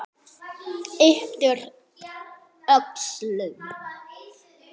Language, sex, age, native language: Icelandic, male, 8, Icelandic